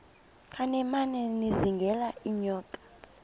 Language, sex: Xhosa, female